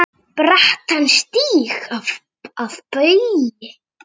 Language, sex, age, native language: Icelandic, male, 6, Icelandic